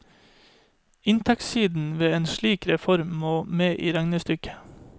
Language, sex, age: Norwegian, male, 31